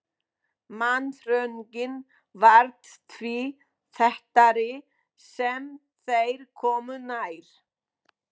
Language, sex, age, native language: Icelandic, female, 20-29, Polish